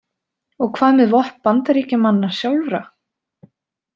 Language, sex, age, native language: Icelandic, female, 20-29, Icelandic